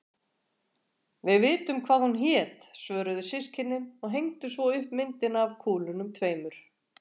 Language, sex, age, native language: Icelandic, female, 40-49, Icelandic